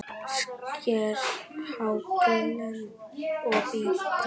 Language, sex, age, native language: Icelandic, male, 9, Icelandic